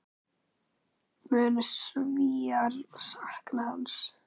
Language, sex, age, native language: Icelandic, female, 9, Icelandic